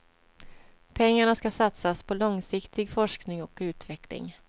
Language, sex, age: Swedish, female, 47